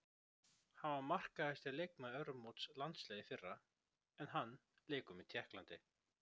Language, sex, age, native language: Icelandic, male, 30-39, Icelandic